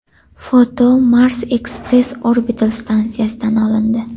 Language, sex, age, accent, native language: Uzbek, female, 18-24, Farg'ona, Uzbek